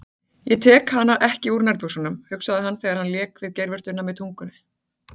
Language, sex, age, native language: Icelandic, female, 40-49, Icelandic